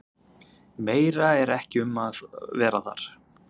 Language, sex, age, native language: Icelandic, male, 30-39, Icelandic